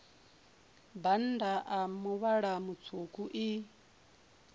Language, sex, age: Venda, female, 24